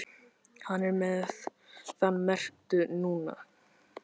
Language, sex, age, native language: Icelandic, male, 13, Icelandic